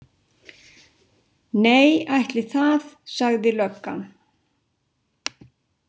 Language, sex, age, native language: Icelandic, female, 60-69, Icelandic